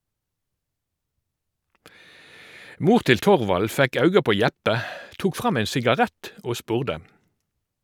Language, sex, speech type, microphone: Norwegian, male, read, Shure